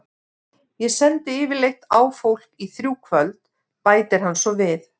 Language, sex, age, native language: Icelandic, female, 50-59, Icelandic